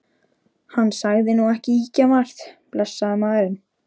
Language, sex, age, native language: Icelandic, female, 13, Icelandic